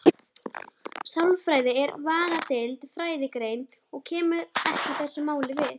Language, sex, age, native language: Icelandic, female, 11, Icelandic